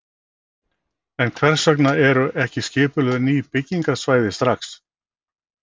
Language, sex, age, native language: Icelandic, male, 60-69, Icelandic